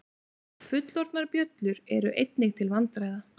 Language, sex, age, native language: Icelandic, female, 20-29, Icelandic